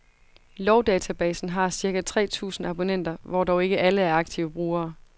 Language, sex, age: Danish, female, 22